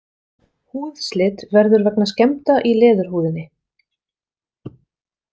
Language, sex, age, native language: Icelandic, female, 40-49, Icelandic